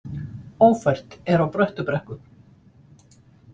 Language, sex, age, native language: Icelandic, female, 50-59, Icelandic